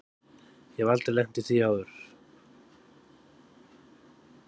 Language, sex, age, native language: Icelandic, male, 30-39, Icelandic